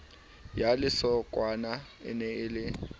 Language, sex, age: Southern Sotho, male, 19